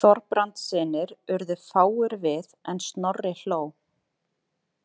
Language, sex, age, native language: Icelandic, female, 30-39, Icelandic